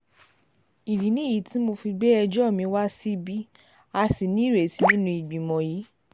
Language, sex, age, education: Yoruba, female, 15-29, tertiary